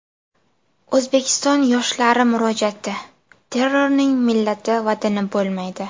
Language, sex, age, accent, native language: Uzbek, female, 19-29, Buxoro, Uzbek